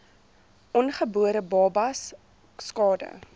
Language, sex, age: Afrikaans, female, 23